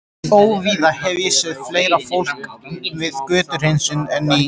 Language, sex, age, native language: Icelandic, male, 13, Icelandic